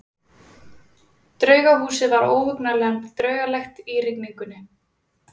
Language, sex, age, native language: Icelandic, female, 20-29, Icelandic